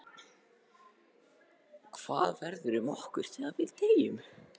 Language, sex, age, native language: Icelandic, other, 13, Icelandic